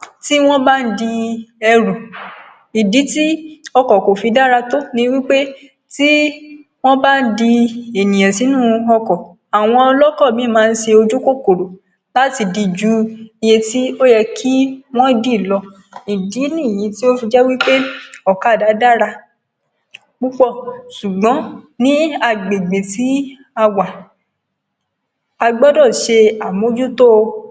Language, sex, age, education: Yoruba, female, 46-60, secondary